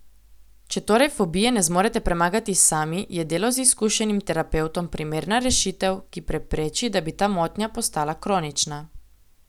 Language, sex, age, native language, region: Slovenian, female, 18-29, Slovenian, Coastal Karst region